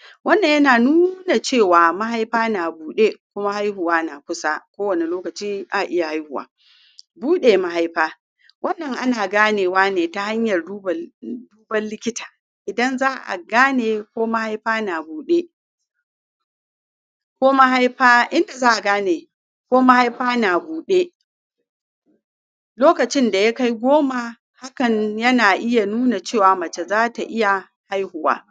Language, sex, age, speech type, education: Hausa, female, 46-60, spontaneous, tertiary